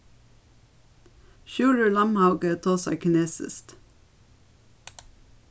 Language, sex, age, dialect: Faroese, female, 36-60, Suðurstreymoy